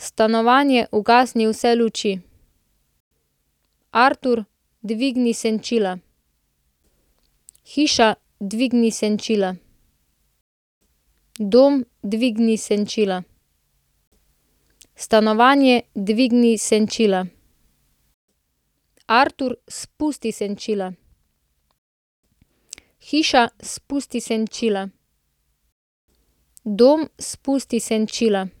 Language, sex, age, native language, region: Slovenian, female, 18-29, Slovenian, Central Slovenia